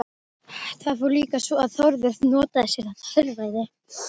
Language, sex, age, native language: Icelandic, female, 12, Icelandic